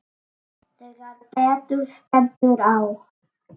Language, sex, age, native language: Icelandic, male, 7, Icelandic